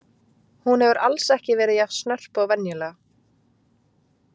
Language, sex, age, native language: Icelandic, female, 20-29, Icelandic